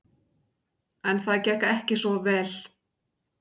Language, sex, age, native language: Icelandic, female, 60-69, Icelandic